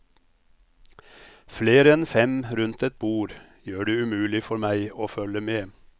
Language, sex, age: Norwegian, male, 57